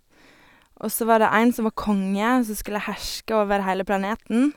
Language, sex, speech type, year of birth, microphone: Norwegian, female, spontaneous, 1989, Sennheiser